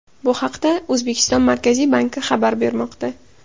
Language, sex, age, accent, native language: Uzbek, female, 18-24, Buxoro, Uzbek